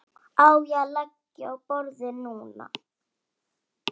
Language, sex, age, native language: Icelandic, female, 11, Icelandic